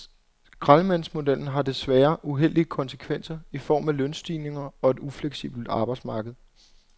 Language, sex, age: Danish, male, 26